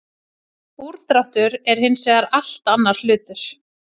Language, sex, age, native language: Icelandic, female, 40-49, Icelandic